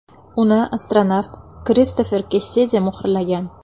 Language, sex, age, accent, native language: Uzbek, female, 25-34, Toshkent shahri, Uzbek